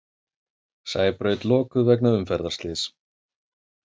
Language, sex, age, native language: Icelandic, male, 30-39, Icelandic